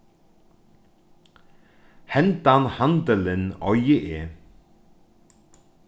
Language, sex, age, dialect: Faroese, male, 36-60, Norðurstreymoy/Eysturoy